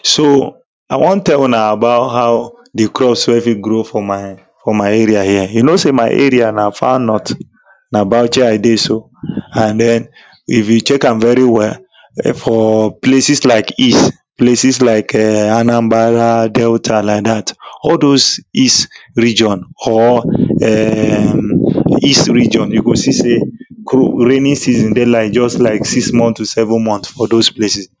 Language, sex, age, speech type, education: Nigerian Pidgin, male, 15-29, spontaneous, tertiary